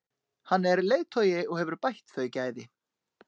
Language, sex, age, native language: Icelandic, male, 30-39, Icelandic